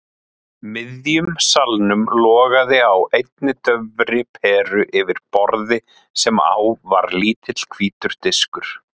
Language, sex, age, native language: Icelandic, male, 30-39, Icelandic